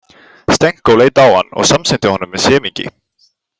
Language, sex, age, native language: Icelandic, male, 18-19, Icelandic